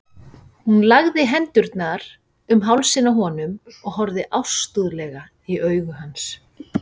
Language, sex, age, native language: Icelandic, female, 40-49, Icelandic